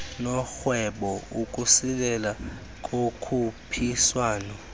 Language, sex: Xhosa, male